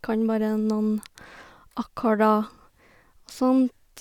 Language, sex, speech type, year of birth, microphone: Norwegian, female, spontaneous, 1990, Sennheiser